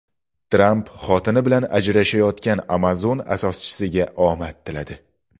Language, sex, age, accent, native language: Uzbek, male, 19-29, Xorazm, Uzbek